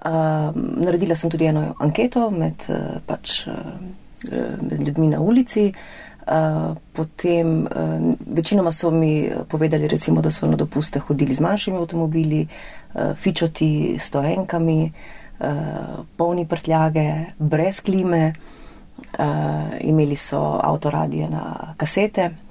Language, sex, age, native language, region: Slovenian, female, 30-49, Slovenian, Central Slovenia